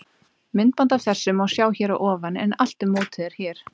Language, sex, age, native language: Icelandic, female, 30-39, Icelandic